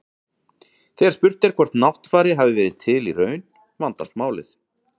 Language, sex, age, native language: Icelandic, male, 40-49, Icelandic